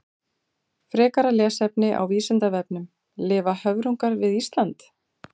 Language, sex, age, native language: Icelandic, female, 40-49, Icelandic